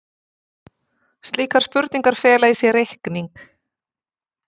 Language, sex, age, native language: Icelandic, female, 40-49, Icelandic